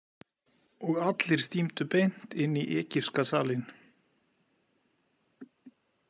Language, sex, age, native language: Icelandic, male, 40-49, Icelandic